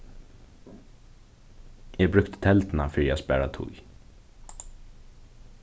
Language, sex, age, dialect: Faroese, male, 15-35, Suðurstreymoy